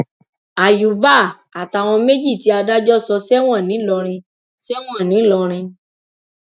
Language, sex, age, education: Yoruba, female, 15-29, tertiary